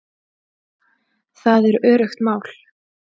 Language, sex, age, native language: Icelandic, female, 20-29, Icelandic